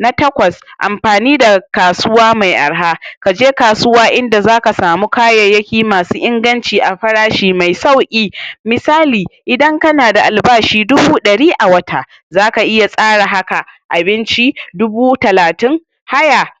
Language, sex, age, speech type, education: Hausa, male, 46-60, spontaneous, tertiary